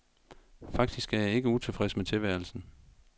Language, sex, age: Danish, male, 42